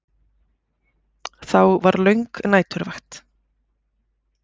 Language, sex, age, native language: Icelandic, female, 40-49, Icelandic